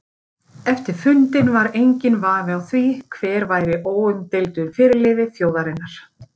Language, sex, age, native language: Icelandic, female, 50-59, Icelandic